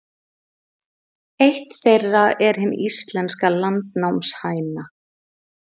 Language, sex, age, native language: Icelandic, female, 30-39, Icelandic